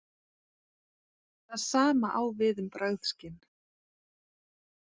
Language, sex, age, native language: Icelandic, female, 40-49, Icelandic